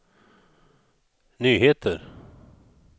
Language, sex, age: Swedish, male, 41